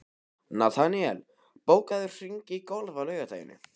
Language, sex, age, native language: Icelandic, male, 15, Icelandic